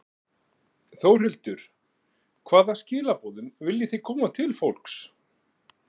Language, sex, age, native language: Icelandic, male, 40-49, Icelandic